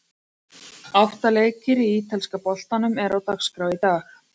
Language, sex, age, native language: Icelandic, female, 40-49, Icelandic